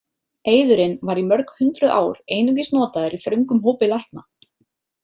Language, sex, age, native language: Icelandic, female, 30-39, Icelandic